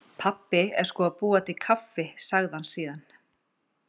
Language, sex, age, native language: Icelandic, female, 30-39, Icelandic